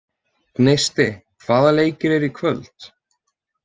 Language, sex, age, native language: Icelandic, male, 20-29, Icelandic